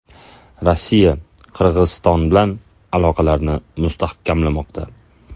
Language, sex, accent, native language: Uzbek, male, Andijon, Uzbek